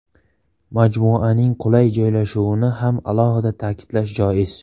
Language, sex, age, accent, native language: Uzbek, male, 18-24, Surxondaryo, Uzbek